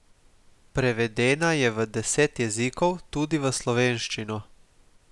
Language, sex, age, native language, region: Slovenian, male, 18-29, Slovenian, Gorica region